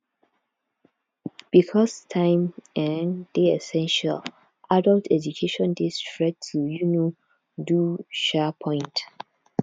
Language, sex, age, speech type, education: Nigerian Pidgin, female, 15-29, spontaneous, tertiary